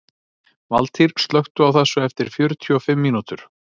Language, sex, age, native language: Icelandic, male, 30-39, Icelandic